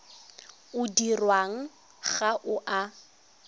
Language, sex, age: Tswana, female, 22